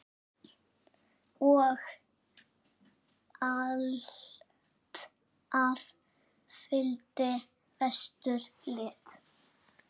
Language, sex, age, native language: Icelandic, female, 6, Icelandic